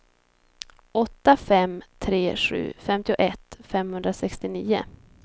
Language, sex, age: Swedish, female, 26